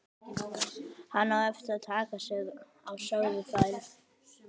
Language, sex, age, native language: Icelandic, male, 11, Icelandic